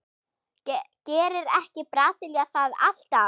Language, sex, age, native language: Icelandic, female, 6, German